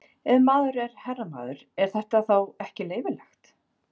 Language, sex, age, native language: Icelandic, female, 40-49, Icelandic